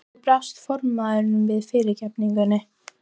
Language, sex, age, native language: Icelandic, female, 14, Icelandic